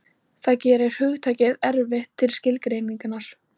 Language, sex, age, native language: Icelandic, female, 18-19, Icelandic